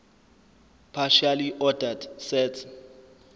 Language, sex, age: Zulu, male, 25